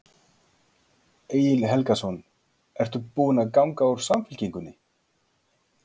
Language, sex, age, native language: Icelandic, male, 40-49, Icelandic